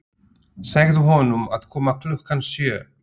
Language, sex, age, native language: Icelandic, male, 40-49, Slovak